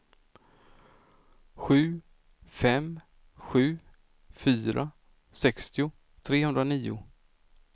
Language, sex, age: Swedish, male, 46